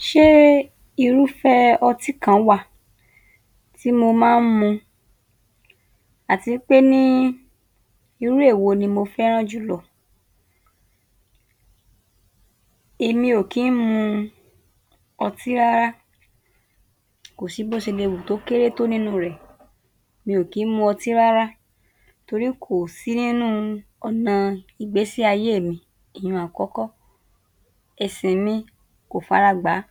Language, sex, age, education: Yoruba, female, 30-45, tertiary